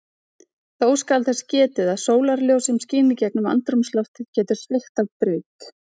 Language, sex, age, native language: Icelandic, female, 30-39, Icelandic